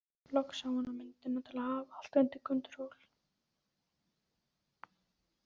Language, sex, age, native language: Icelandic, female, 14, Icelandic